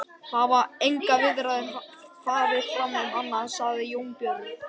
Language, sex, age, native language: Icelandic, female, 50-59, Icelandic